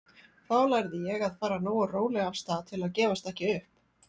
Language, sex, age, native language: Icelandic, female, 40-49, Icelandic